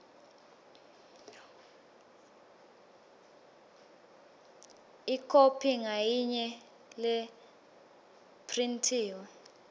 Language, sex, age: Swati, female, 20